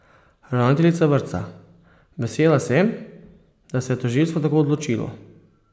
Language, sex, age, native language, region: Slovenian, male, 30-49, Slovenian, Posavska region